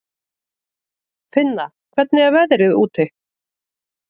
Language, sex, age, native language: Icelandic, female, 30-39, Icelandic